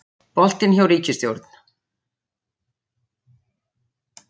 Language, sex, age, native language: Icelandic, female, 60-69, Icelandic